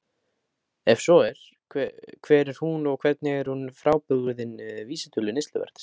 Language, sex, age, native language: Icelandic, male, 18-19, Icelandic